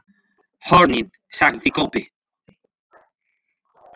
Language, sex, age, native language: Icelandic, male, 5, Spanish